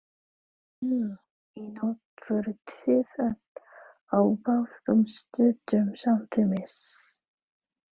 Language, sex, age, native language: Icelandic, female, 30-39, Filipino